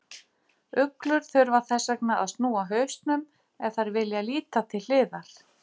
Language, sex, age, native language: Icelandic, female, 50-59, Icelandic